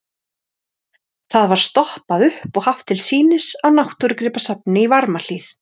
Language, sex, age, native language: Icelandic, female, 30-39, Icelandic